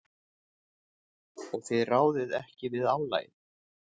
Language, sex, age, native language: Icelandic, male, 40-49, Icelandic